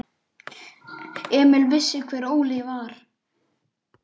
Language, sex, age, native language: Icelandic, male, 9, Icelandic